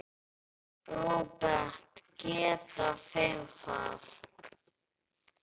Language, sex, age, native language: Icelandic, male, 10, Icelandic